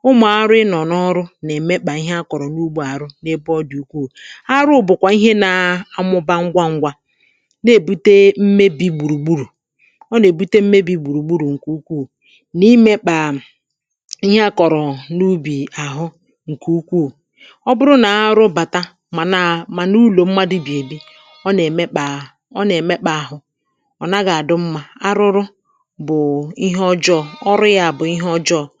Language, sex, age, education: Igbo, female, 30-45, tertiary